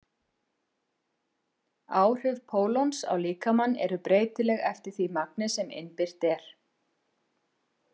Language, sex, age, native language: Icelandic, female, 50-59, Icelandic